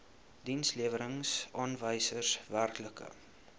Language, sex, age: Afrikaans, male, 19